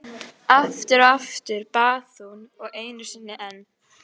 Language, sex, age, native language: Icelandic, female, 11, Icelandic